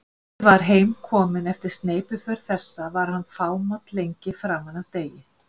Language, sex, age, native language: Icelandic, female, 50-59, Icelandic